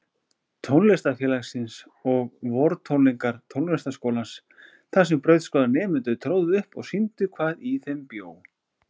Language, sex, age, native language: Icelandic, male, 40-49, Icelandic